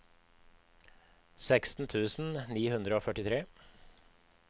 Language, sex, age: Norwegian, male, 53